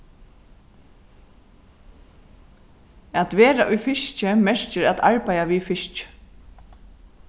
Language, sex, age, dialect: Faroese, female, 36-60, Suðurstreymoy